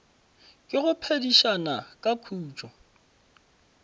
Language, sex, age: Northern Sotho, male, 26